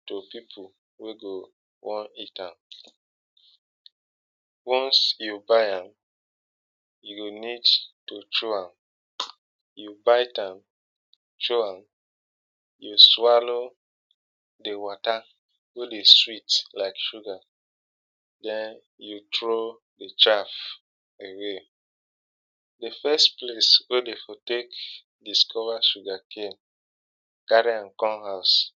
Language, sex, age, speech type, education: Nigerian Pidgin, male, 15-29, spontaneous, tertiary